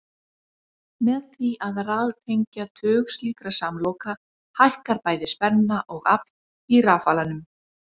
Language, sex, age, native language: Icelandic, female, 30-39, Icelandic